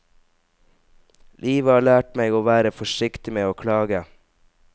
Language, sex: Norwegian, male